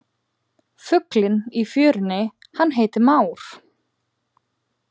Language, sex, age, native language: Icelandic, female, 20-29, Icelandic